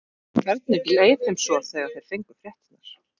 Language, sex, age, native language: Icelandic, female, 40-49, Icelandic